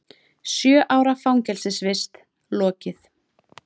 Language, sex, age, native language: Icelandic, female, 30-39, Icelandic